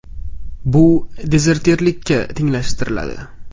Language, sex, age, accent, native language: Uzbek, male, 18-24, Navoiy, Uzbek